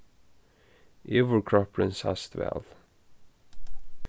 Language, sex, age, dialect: Faroese, male, 15-35, Norðurstreymoy/Eysturoy